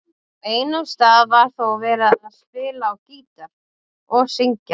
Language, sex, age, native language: Icelandic, female, 30-39, Icelandic